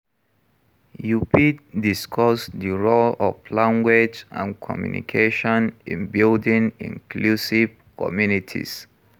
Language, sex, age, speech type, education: Nigerian Pidgin, male, 46-60, read, tertiary